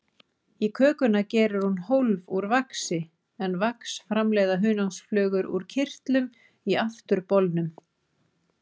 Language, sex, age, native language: Icelandic, female, 40-49, Icelandic